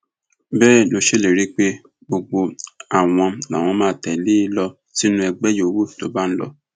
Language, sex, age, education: Yoruba, male, 15-29, tertiary